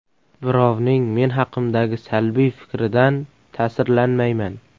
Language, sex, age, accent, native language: Uzbek, male, 25-34, Samarqand, Uzbek